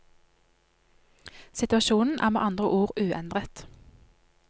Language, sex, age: Norwegian, female, 31